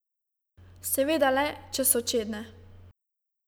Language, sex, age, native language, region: Slovenian, female, 18-29, Slovenian, Savinja region